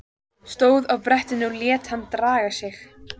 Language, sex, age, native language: Icelandic, female, 14, Icelandic